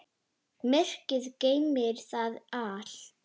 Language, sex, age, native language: Icelandic, female, 10, Icelandic